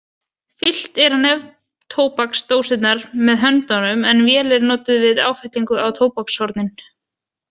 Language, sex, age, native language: Icelandic, female, 20-29, Icelandic